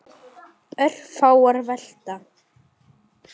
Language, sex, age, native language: Icelandic, male, 9, Icelandic